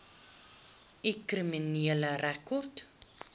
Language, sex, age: Afrikaans, female, 21